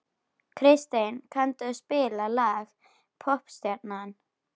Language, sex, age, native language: Icelandic, female, 12, Icelandic